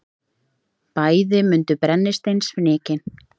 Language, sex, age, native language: Icelandic, female, 30-39, Icelandic